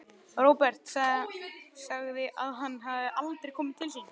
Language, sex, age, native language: Icelandic, male, 11, Icelandic